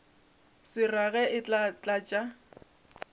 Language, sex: Northern Sotho, female